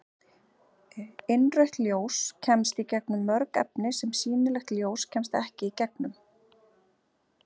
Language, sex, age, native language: Icelandic, female, 40-49, Icelandic